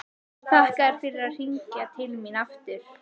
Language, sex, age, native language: Icelandic, female, 14, Icelandic